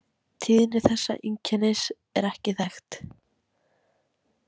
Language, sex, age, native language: Icelandic, female, 18-19, Icelandic